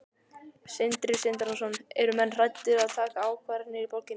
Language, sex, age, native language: Icelandic, male, 12, Icelandic